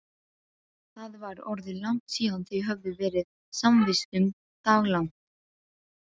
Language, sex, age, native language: Icelandic, female, 12, Icelandic